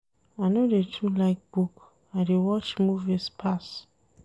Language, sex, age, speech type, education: Nigerian Pidgin, female, 30-45, read, tertiary